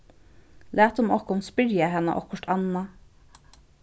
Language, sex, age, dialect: Faroese, female, 36-60, Vágar